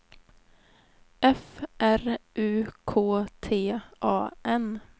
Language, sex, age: Swedish, female, 20